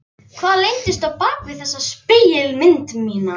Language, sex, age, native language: Icelandic, female, 11, Icelandic